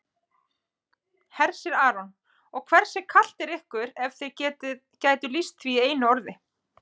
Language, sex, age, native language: Icelandic, female, 20-29, Icelandic